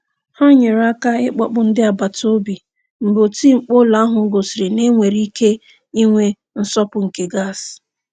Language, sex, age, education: Igbo, female, 15-29, secondary